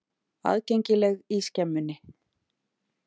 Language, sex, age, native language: Icelandic, female, 50-59, Icelandic